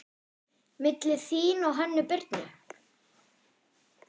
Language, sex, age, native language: Icelandic, female, 10, German